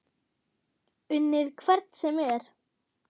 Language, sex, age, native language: Icelandic, female, 8, German